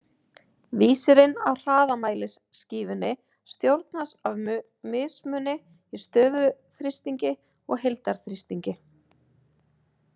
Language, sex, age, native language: Icelandic, female, 30-39, Icelandic